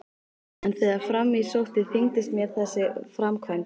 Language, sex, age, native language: Icelandic, female, 13, Icelandic